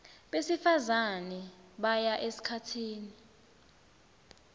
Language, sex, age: Swati, female, 19